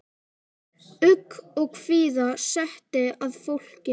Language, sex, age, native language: Icelandic, female, 11, Icelandic